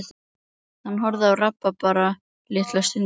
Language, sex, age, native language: Icelandic, female, 11, Icelandic